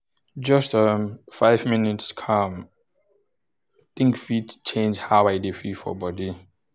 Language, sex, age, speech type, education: Nigerian Pidgin, male, 15-29, spontaneous, tertiary